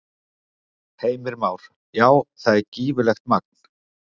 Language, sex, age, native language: Icelandic, male, 50-59, Icelandic